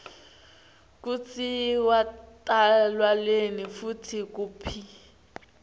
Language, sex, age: Swati, female, 19